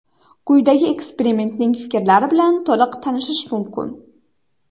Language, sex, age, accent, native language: Uzbek, female, 18-24, Xorazm, Uzbek